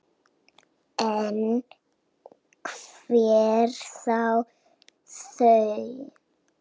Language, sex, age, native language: Icelandic, female, 6, Icelandic